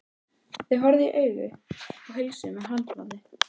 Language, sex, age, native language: Icelandic, female, 13, Icelandic